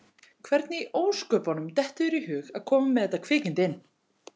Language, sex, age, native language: Icelandic, female, 40-49, Icelandic